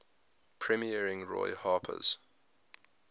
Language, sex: English, male